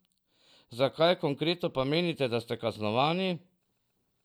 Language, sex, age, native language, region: Slovenian, male, 50-59, Slovenian, Drava region